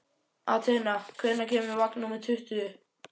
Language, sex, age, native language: Icelandic, male, 11, Icelandic